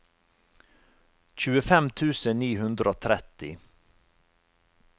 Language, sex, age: Norwegian, male, 45